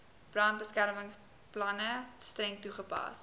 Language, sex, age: Afrikaans, female, 18